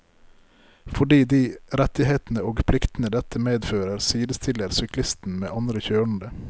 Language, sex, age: Norwegian, male, 33